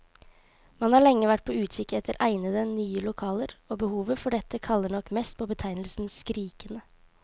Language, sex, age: Norwegian, female, 18